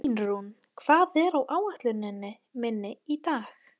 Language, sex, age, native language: Icelandic, female, 14, Icelandic